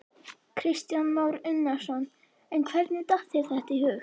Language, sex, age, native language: Icelandic, female, 11, Icelandic